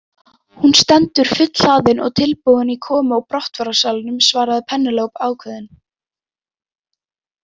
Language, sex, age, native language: Icelandic, female, 18-19, Icelandic